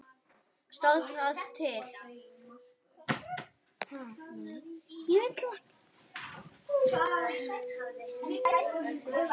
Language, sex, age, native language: Icelandic, female, 9, Icelandic